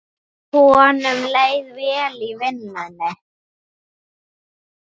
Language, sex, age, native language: Icelandic, male, 8, Icelandic